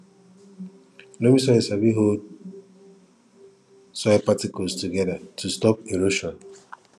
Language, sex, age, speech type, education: Nigerian Pidgin, female, 15-29, spontaneous, tertiary